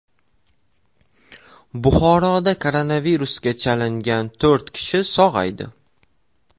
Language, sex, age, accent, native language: Uzbek, male, 18-24, Toshkent shahri, Uzbek